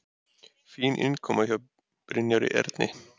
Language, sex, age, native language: Icelandic, male, 30-39, Icelandic